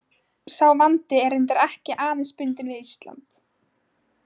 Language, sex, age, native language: Icelandic, female, 18-19, Icelandic